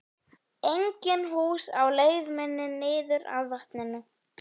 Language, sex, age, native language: Icelandic, female, 11, Icelandic